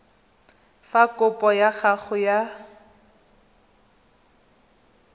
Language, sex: Tswana, female